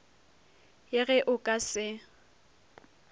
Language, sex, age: Northern Sotho, female, 23